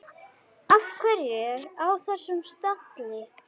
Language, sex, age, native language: Icelandic, female, 9, Icelandic